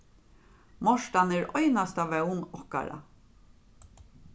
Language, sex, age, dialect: Faroese, female, 36-60, Norðurstreymoy/Eysturoy